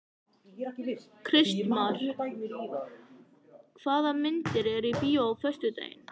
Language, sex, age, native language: Icelandic, male, 14, Icelandic